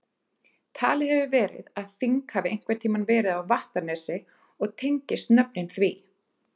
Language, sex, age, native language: Icelandic, female, 30-39, Icelandic